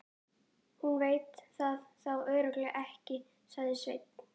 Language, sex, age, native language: Icelandic, female, 11, Icelandic